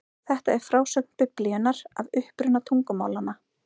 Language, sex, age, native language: Icelandic, female, 30-39, Icelandic